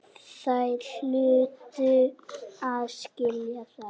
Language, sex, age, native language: Icelandic, female, 10, Icelandic